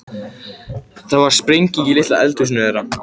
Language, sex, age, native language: Icelandic, male, 14, Icelandic